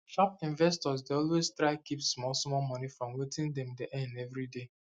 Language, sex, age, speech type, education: Nigerian Pidgin, male, 15-29, spontaneous, secondary